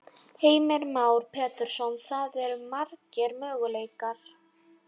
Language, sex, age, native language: Icelandic, female, 30-39, Polish